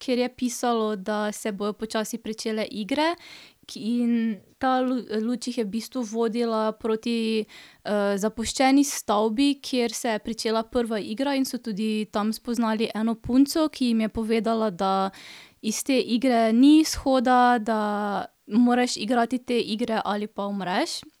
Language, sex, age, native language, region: Slovenian, female, 18-29, Slovenian, Drava region